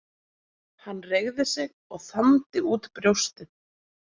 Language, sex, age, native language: Icelandic, female, 20-29, Icelandic